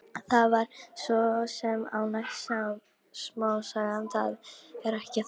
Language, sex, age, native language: Icelandic, female, 18-19, Polish